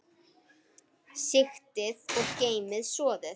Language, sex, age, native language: Icelandic, female, 9, Icelandic